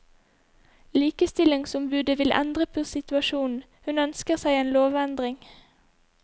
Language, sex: Norwegian, female